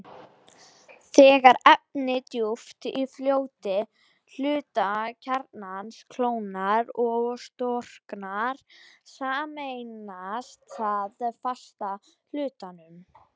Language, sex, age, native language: Icelandic, female, 18-19, Icelandic